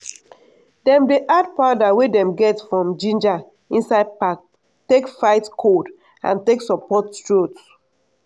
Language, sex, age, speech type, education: Nigerian Pidgin, female, 15-29, spontaneous, tertiary